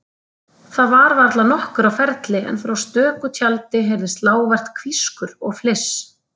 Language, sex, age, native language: Icelandic, female, 30-39, Icelandic